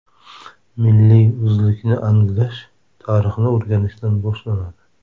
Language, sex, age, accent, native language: Uzbek, male, 30-39, Toshkent shahri, Uzbek